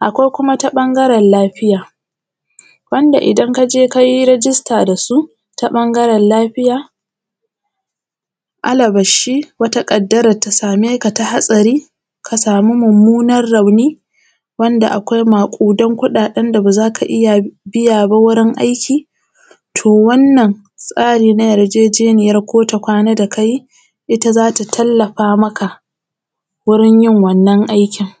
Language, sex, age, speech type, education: Hausa, female, 15-29, spontaneous, primary